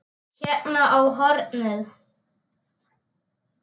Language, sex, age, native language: Icelandic, male, 10, Icelandic